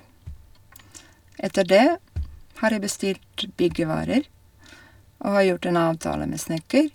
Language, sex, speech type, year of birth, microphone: Norwegian, female, spontaneous, 1961, Shure